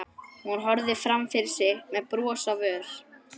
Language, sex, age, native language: Icelandic, male, 11, Icelandic